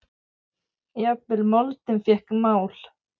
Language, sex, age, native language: Icelandic, female, 9, Icelandic